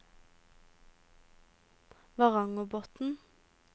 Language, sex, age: Norwegian, female, 18